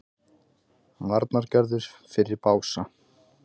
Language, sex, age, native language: Icelandic, male, 20-29, Icelandic